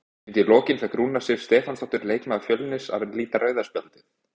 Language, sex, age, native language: Icelandic, male, 20-29, Icelandic